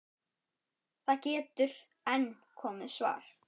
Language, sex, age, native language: Icelandic, male, 9, Icelandic